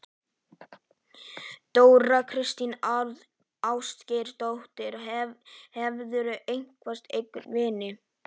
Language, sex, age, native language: Icelandic, male, 11, Icelandic